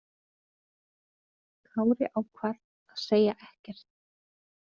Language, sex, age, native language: Icelandic, female, 30-39, Icelandic